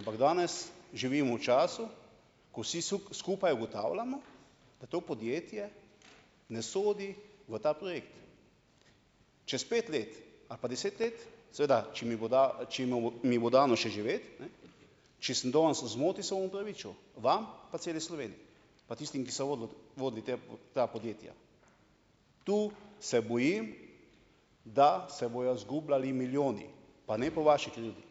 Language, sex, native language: Slovenian, male, Slovenian